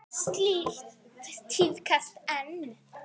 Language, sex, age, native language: Icelandic, female, 9, Icelandic